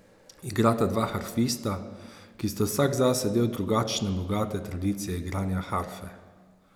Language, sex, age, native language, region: Slovenian, male, 30-49, Slovenian, Savinja region